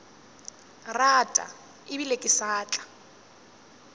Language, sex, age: Northern Sotho, female, 20